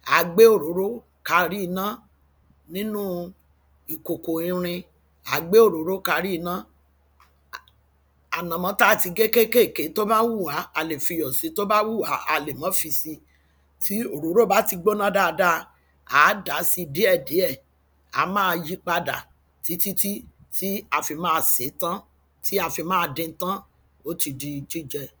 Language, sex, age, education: Yoruba, female, 46-60, tertiary